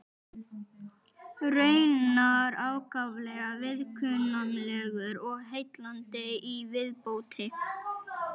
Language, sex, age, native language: Icelandic, female, 11, Icelandic